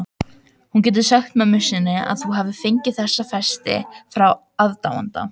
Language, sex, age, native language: Icelandic, other, 18-19, Icelandic